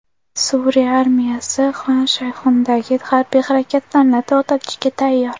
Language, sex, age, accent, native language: Uzbek, female, under 19, Toshkent shahri, Uzbek